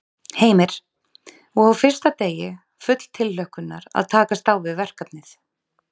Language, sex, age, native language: Icelandic, female, 30-39, Icelandic